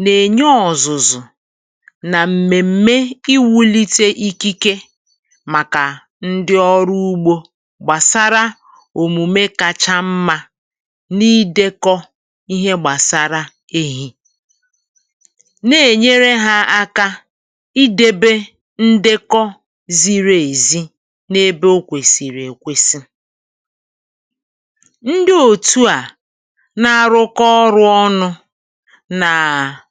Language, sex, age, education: Igbo, female, 60+, tertiary